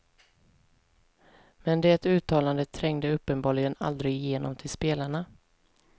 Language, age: Swedish, 20